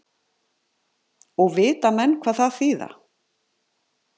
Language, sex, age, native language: Icelandic, male, 50-59, Icelandic